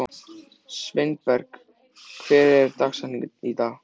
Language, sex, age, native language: Icelandic, male, 14, Icelandic